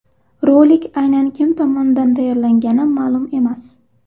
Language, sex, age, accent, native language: Uzbek, female, 12-17, Xorazm, Uzbek